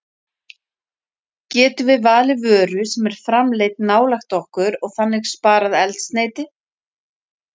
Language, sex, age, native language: Icelandic, female, 40-49, Icelandic